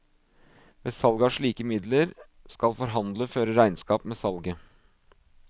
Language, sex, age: Norwegian, male, 24